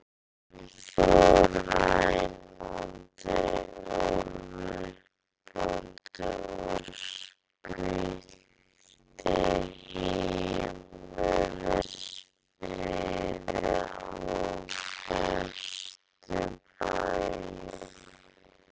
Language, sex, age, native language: Icelandic, female, 18-19, Icelandic